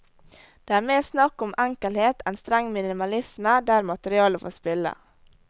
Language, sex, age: Norwegian, female, 18